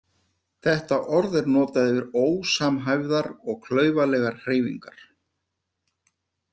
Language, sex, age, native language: Icelandic, male, 50-59, Icelandic